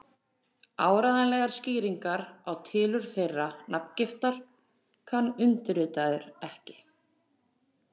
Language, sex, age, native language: Icelandic, female, 40-49, Icelandic